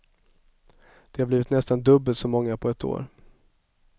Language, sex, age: Swedish, male, 27